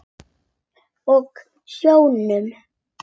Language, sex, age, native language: Icelandic, female, 8, Icelandic